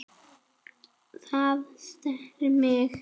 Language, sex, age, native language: Icelandic, female, 10, Icelandic